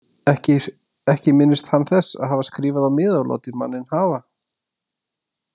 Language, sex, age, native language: Icelandic, male, 20-29, Icelandic